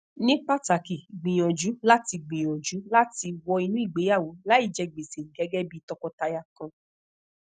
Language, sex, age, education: Yoruba, female, 15-29, tertiary